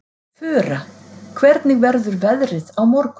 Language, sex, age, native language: Icelandic, female, 40-49, Icelandic